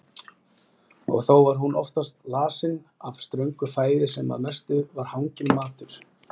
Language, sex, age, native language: Icelandic, female, 20-29, Icelandic